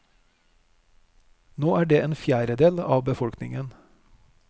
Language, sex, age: Norwegian, male, 41